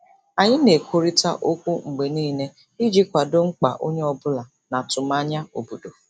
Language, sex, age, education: Igbo, female, 30-45, tertiary